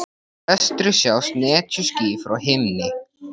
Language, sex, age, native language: Icelandic, male, 14, Icelandic